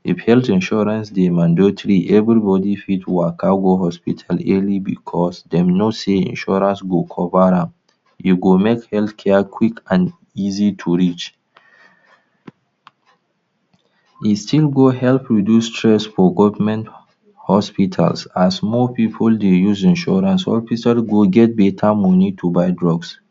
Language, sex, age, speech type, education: Nigerian Pidgin, male, 30-45, spontaneous, tertiary